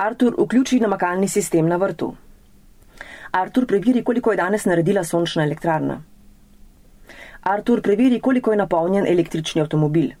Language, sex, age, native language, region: Slovenian, female, 30-49, Slovenian, Central Slovenia